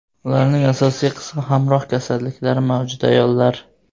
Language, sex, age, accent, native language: Uzbek, male, 18-24, Namangan, Uzbek